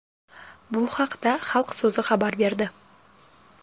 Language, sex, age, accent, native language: Uzbek, female, 19-29, Toshkent viloyati, Uzbek